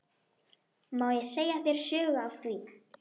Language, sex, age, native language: Icelandic, female, 12, Icelandic